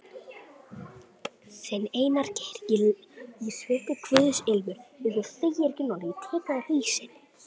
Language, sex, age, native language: Icelandic, female, 10, Icelandic